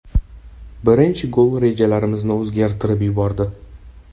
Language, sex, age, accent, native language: Uzbek, male, 18-24, Toshkent shahri, Uzbek